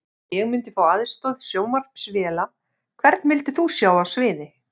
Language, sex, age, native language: Icelandic, female, 50-59, Icelandic